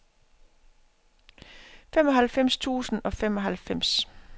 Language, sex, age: Danish, female, 50